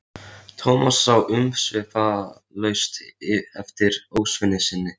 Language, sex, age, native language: Icelandic, male, 13, Icelandic